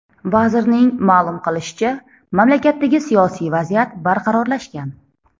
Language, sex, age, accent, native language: Uzbek, female, 30-39, Toshkent shahri, Uzbek